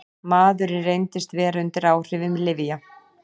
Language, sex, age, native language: Icelandic, female, 40-49, Icelandic